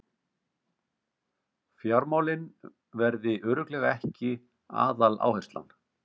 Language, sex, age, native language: Icelandic, male, 50-59, Icelandic